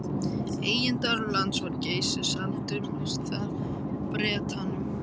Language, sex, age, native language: Icelandic, male, 13, Icelandic